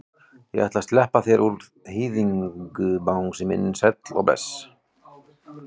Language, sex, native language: Icelandic, male, Icelandic